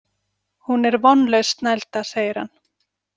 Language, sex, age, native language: Icelandic, female, 40-49, Icelandic